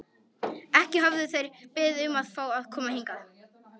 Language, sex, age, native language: Icelandic, male, 18-19, Polish